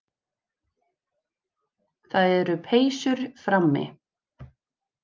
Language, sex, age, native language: Icelandic, female, 20-29, Icelandic